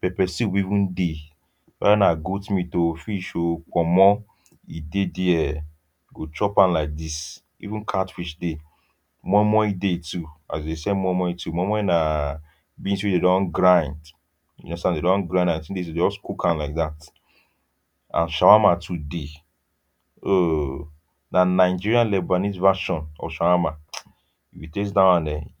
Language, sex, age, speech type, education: Nigerian Pidgin, male, 15-29, spontaneous, tertiary